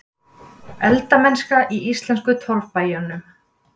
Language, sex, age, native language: Icelandic, female, 20-29, Icelandic